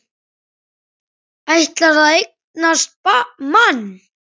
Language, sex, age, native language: Icelandic, male, 10, Icelandic